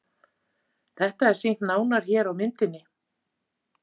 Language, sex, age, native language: Icelandic, female, 50-59, Icelandic